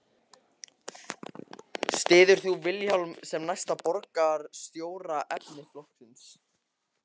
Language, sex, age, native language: Icelandic, male, 14, Icelandic